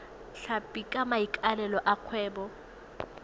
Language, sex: Tswana, female